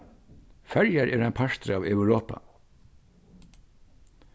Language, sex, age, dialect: Faroese, male, 61+, Vágar